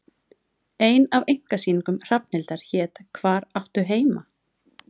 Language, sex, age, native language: Icelandic, female, 30-39, Icelandic